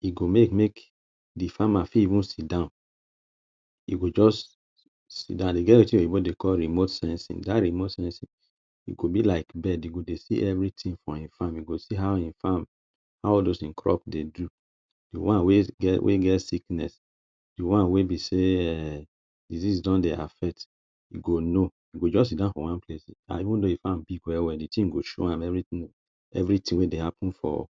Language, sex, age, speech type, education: Nigerian Pidgin, male, 30-45, spontaneous, tertiary